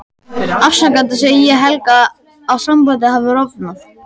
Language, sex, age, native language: Icelandic, male, 12, Icelandic